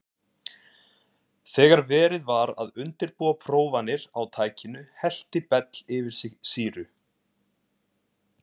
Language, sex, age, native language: Icelandic, male, 20-29, Icelandic